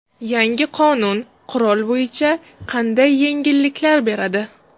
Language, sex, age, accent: Uzbek, female, 35+, Toshkent shahri